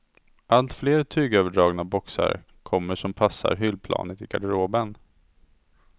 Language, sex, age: Swedish, male, 27